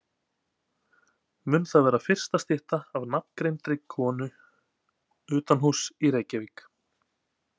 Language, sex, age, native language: Icelandic, male, 20-29, Icelandic